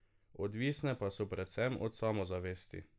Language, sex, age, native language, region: Slovenian, male, 18-29, Slovenian, Drava region